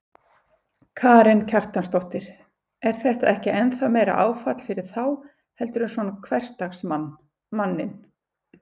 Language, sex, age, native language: Icelandic, female, 50-59, Icelandic